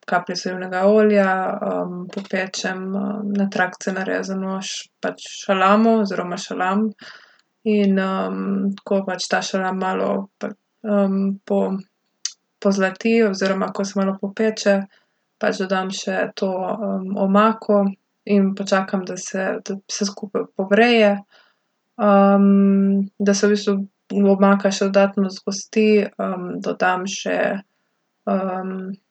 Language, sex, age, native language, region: Slovenian, female, 18-29, Slovenian, Gorica region